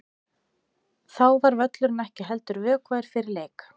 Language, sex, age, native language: Icelandic, female, 30-39, Icelandic